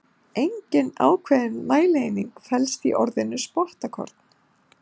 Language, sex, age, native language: Icelandic, female, 50-59, Icelandic